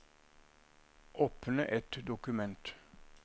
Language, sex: Norwegian, male